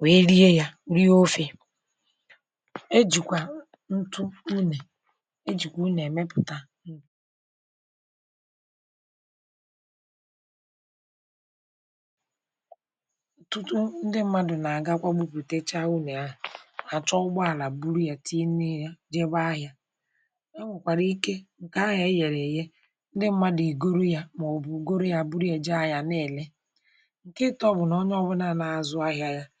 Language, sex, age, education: Igbo, female, 30-45, tertiary